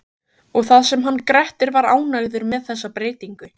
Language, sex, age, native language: Icelandic, female, 15, Icelandic